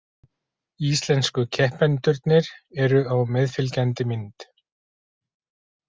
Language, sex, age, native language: Icelandic, male, 40-49, Icelandic